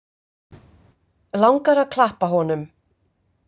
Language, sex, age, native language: Icelandic, female, 50-59, Icelandic